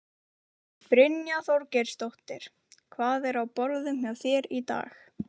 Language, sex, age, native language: Icelandic, female, 18-19, Icelandic